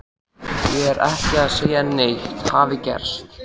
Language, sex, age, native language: Icelandic, male, 14, Icelandic